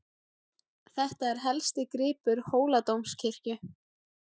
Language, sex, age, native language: Icelandic, female, 17, Icelandic